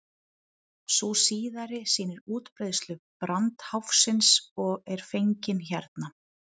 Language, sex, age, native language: Icelandic, female, 30-39, Icelandic